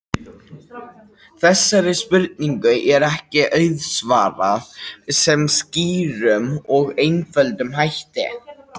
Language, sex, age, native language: Icelandic, male, 18-19, Icelandic